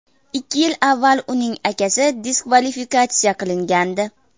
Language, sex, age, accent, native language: Uzbek, female, 19-29, Farg'ona, Uzbek